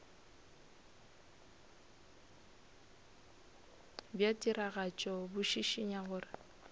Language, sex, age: Northern Sotho, female, 26